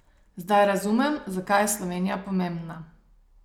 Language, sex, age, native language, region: Slovenian, female, 30-49, Slovenian, Savinja region